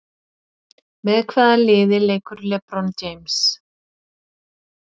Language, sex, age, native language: Icelandic, female, 40-49, Icelandic